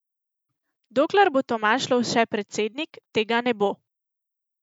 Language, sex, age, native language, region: Slovenian, female, 18-29, Slovenian, Central Slovenia